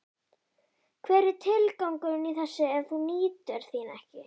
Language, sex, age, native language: Icelandic, female, 11, Icelandic